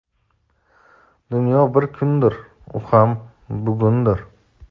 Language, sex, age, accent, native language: Uzbek, male, 19-29, Toshkent shahri, Uzbek